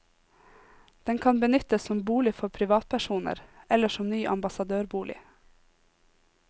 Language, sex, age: Norwegian, female, 26